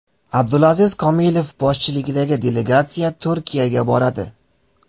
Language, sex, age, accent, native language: Uzbek, male, 18-24, Jizzax, Uzbek